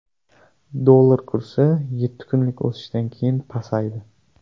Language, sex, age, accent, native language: Uzbek, male, 18-24, Surxondaryo, Uzbek